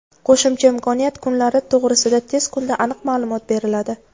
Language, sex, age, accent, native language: Uzbek, female, 18-24, Navoiy, Uzbek